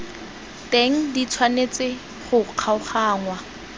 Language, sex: Tswana, female